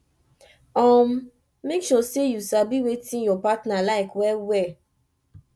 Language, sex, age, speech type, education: Nigerian Pidgin, female, 15-29, spontaneous, tertiary